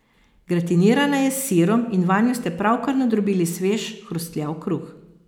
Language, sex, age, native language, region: Slovenian, female, 50-59, Slovenian, Posavska region